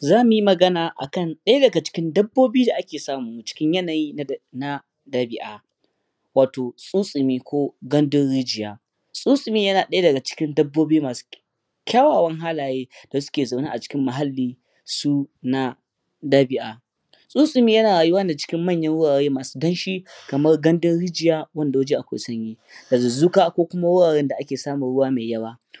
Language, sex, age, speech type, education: Hausa, male, 15-29, spontaneous, primary